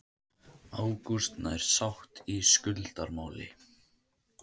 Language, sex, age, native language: Icelandic, male, 18-19, Icelandic